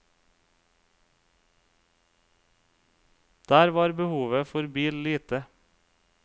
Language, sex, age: Norwegian, male, 35